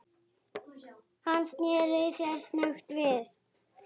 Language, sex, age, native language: Icelandic, female, 8, Icelandic